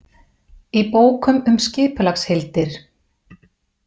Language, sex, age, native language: Icelandic, female, 40-49, Icelandic